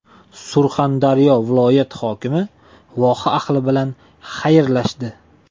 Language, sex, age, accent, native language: Uzbek, male, 18-24, Toshkent shahri, Uzbek